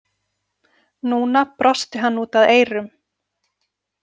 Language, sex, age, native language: Icelandic, female, 40-49, Icelandic